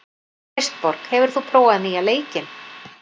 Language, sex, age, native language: Icelandic, female, 40-49, Icelandic